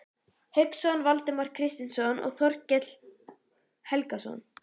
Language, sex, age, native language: Icelandic, female, 11, Icelandic